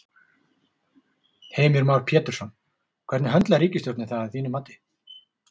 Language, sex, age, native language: Icelandic, male, 40-49, Icelandic